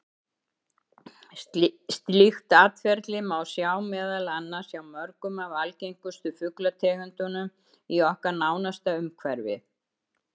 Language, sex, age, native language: Icelandic, female, 70-79, Icelandic